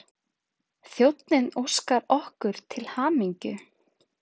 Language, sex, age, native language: Icelandic, female, 30-39, Icelandic